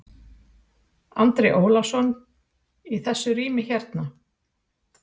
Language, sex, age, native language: Icelandic, female, 40-49, Icelandic